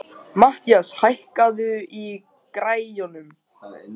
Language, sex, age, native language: Icelandic, male, 14, Icelandic